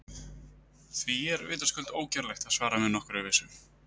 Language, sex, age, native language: Icelandic, male, 30-39, Icelandic